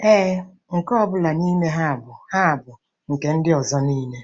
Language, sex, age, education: Igbo, female, 30-45, tertiary